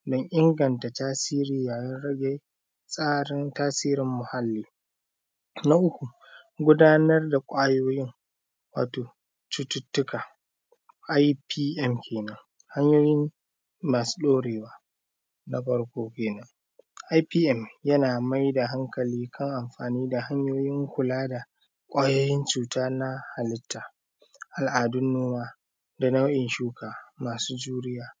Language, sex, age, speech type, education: Hausa, male, 15-29, spontaneous, primary